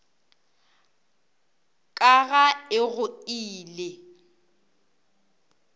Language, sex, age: Northern Sotho, female, 23